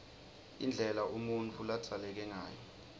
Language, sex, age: Swati, male, 20